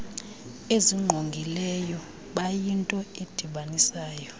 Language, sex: Xhosa, female